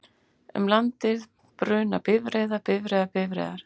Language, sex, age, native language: Icelandic, female, 18-19, Icelandic